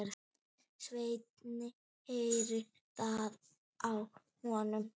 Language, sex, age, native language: Icelandic, female, 9, Icelandic